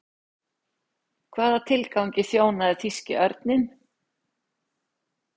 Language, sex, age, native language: Icelandic, female, 60-69, Icelandic